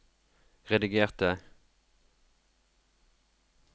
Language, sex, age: Norwegian, male, 33